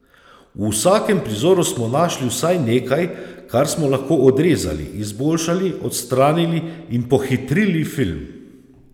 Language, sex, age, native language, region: Slovenian, male, 30-49, Slovenian, Savinja region